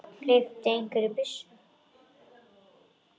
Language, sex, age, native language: Icelandic, female, 10, Icelandic